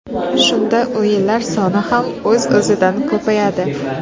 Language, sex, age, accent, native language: Uzbek, female, under 19, Navoiy, Uzbek